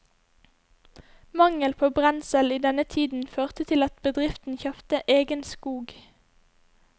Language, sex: Norwegian, female